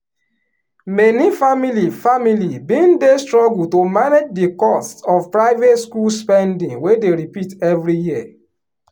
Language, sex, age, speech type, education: Nigerian Pidgin, male, 15-29, spontaneous, tertiary